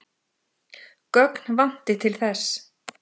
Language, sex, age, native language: Icelandic, female, 10, Icelandic